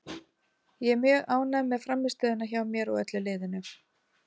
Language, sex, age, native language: Icelandic, female, 40-49, Icelandic